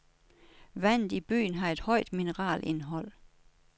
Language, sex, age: Danish, female, 61